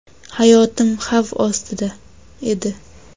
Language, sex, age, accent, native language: Uzbek, female, 18-24, Xorazm, Uzbek